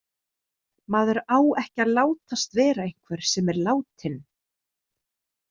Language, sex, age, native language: Icelandic, female, 30-39, Icelandic